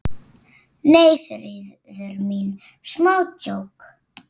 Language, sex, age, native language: Icelandic, female, 8, Icelandic